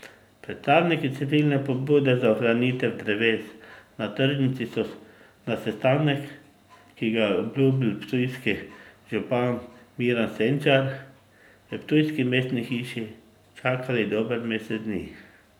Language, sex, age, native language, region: Slovenian, male, 50-59, Slovenian, Drava region